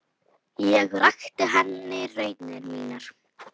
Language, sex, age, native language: Icelandic, female, 10, Icelandic